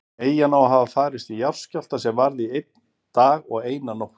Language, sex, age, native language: Icelandic, male, 50-59, Icelandic